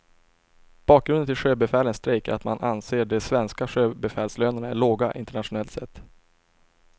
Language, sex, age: Swedish, male, 24